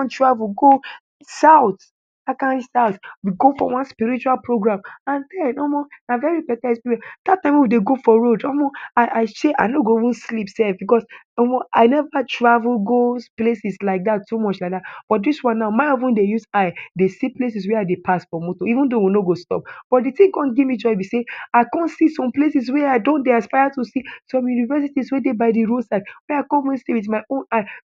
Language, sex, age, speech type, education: Nigerian Pidgin, male, 15-29, spontaneous, tertiary